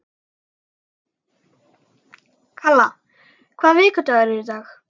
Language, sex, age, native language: Icelandic, other, 12, Icelandic